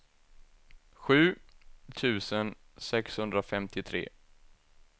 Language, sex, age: Swedish, male, 24